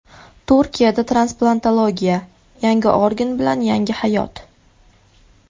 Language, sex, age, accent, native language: Uzbek, female, 19-29, Farg'ona, Uzbek